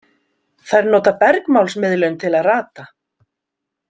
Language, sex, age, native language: Icelandic, female, 50-59, Icelandic